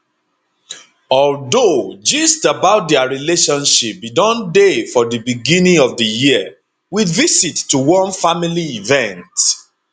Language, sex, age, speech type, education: Nigerian Pidgin, male, 30-45, spontaneous, tertiary